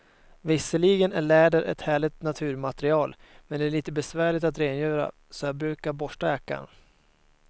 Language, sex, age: Swedish, male, 22